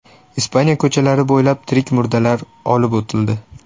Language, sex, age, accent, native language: Uzbek, male, 18-24, Toshkent shahri, Uzbek